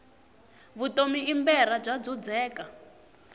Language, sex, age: Tsonga, female, 18